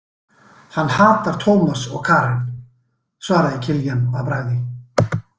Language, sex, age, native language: Icelandic, male, 60-69, Icelandic